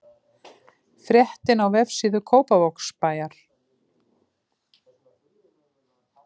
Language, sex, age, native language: Icelandic, female, 50-59, Icelandic